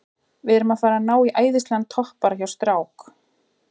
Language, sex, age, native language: Icelandic, female, 40-49, Icelandic